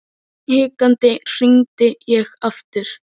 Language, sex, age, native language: Icelandic, male, 10, Icelandic